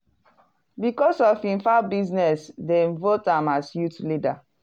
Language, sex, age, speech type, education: Nigerian Pidgin, female, 30-45, spontaneous, tertiary